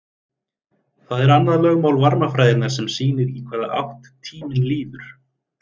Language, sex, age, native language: Icelandic, male, 30-39, Icelandic